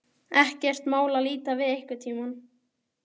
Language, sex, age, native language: Icelandic, male, 12, Icelandic